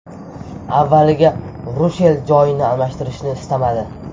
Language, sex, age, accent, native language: Uzbek, male, under 19, Samarqand, Uzbek